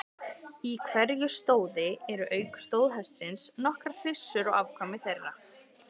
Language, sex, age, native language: Icelandic, female, 30-39, Icelandic